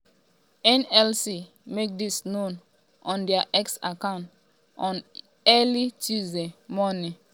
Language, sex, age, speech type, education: Nigerian Pidgin, female, 30-45, spontaneous, tertiary